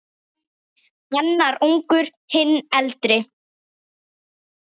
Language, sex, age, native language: Icelandic, female, 10, Icelandic